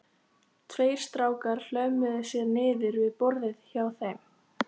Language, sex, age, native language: Icelandic, female, 13, Icelandic